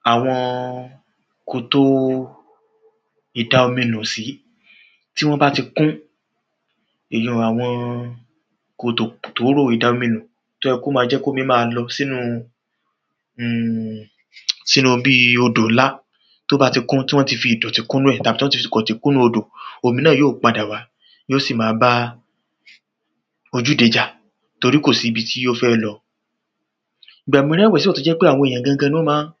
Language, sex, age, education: Yoruba, male, 30-45, tertiary